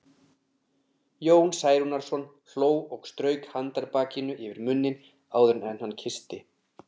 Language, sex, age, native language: Icelandic, male, 30-39, Icelandic